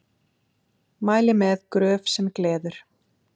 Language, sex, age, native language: Icelandic, female, 7, Icelandic